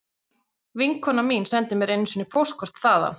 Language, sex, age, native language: Icelandic, female, 30-39, Icelandic